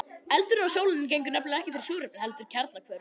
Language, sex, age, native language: Icelandic, male, 21, Icelandic